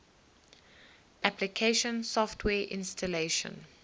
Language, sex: English, female